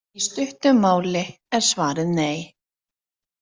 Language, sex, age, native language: Icelandic, female, 30-39, Icelandic